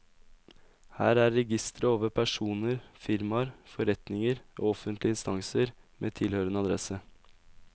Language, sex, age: Norwegian, male, 20